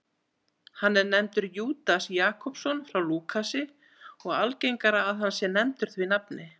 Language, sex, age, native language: Icelandic, female, 40-49, Icelandic